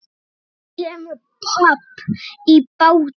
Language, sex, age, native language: Icelandic, male, 9, Icelandic